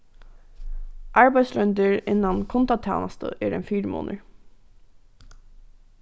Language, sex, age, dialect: Faroese, female, 15-35, Norðuroyggjar